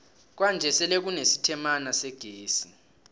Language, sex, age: South Ndebele, male, 18